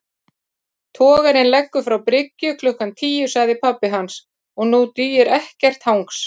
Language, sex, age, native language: Icelandic, female, 50-59, Icelandic